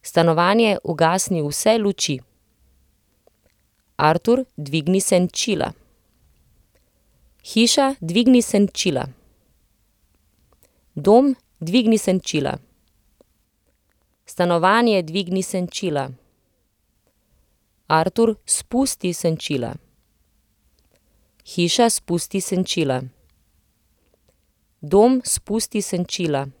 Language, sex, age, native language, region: Slovenian, female, 30-49, Slovenian, Central Slovenia